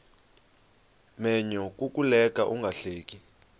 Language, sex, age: Xhosa, male, 35